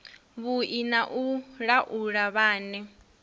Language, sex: Venda, female